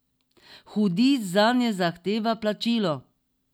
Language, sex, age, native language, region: Slovenian, female, 60+, Slovenian, Drava region